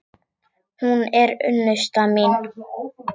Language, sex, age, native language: Icelandic, female, 8, Icelandic